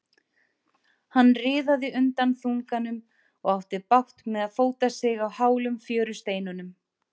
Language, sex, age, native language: Icelandic, female, 30-39, Icelandic